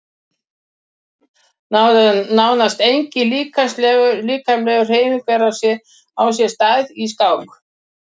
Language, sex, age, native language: Icelandic, female, 60-69, Icelandic